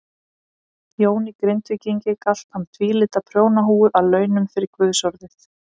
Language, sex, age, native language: Icelandic, female, 30-39, Icelandic